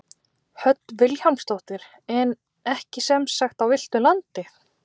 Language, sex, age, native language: Icelandic, female, 20-29, Icelandic